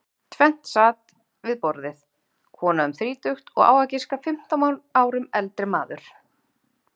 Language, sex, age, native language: Icelandic, female, 30-39, Icelandic